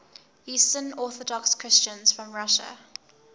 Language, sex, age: English, female, 19